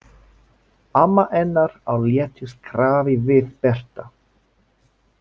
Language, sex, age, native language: Icelandic, male, 30-39, French